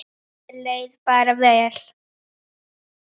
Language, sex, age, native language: Icelandic, female, 9, Icelandic